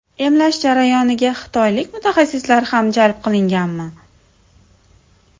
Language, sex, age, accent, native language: Uzbek, female, 30-39, Samarqand, Uzbek